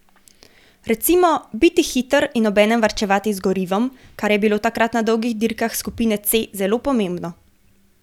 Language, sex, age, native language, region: Slovenian, female, 18-29, Slovenian, Gorenjska region